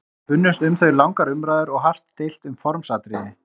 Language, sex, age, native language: Icelandic, female, 30-39, Icelandic